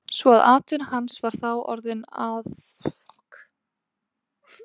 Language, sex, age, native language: Icelandic, female, 20-29, Icelandic